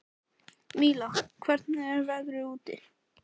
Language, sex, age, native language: Icelandic, male, 14, Icelandic